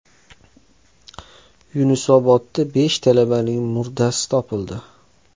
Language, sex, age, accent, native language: Uzbek, male, 25-34, Toshkent shahri, Uzbek